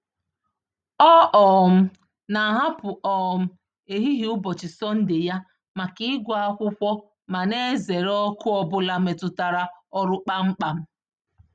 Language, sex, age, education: Igbo, female, 30-45, tertiary